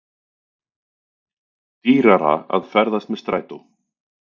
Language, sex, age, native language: Icelandic, male, 40-49, Icelandic